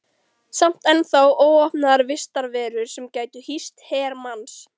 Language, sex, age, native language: Icelandic, female, 13, Icelandic